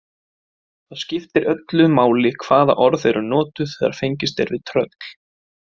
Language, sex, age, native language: Icelandic, male, 20-29, Icelandic